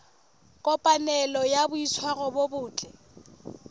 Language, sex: Southern Sotho, female